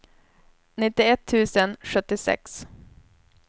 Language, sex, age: Swedish, female, 21